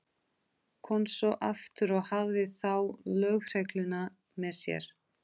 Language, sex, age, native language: Icelandic, female, 30-39, Portuguese